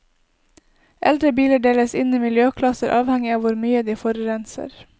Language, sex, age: Norwegian, female, 20